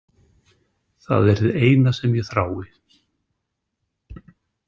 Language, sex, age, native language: Icelandic, male, 60-69, Icelandic